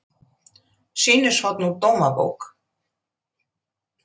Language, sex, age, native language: Icelandic, female, 80-89, Icelandic